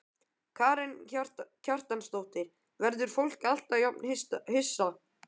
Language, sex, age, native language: Icelandic, male, 12, Icelandic